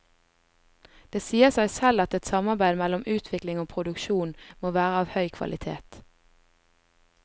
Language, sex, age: Norwegian, female, 20